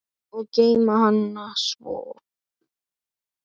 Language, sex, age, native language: Icelandic, male, 8, Icelandic